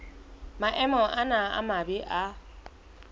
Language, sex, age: Southern Sotho, female, 22